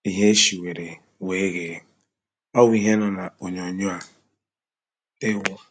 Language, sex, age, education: Igbo, male, 30-45, tertiary